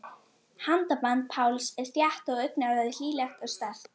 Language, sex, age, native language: Icelandic, female, 12, Icelandic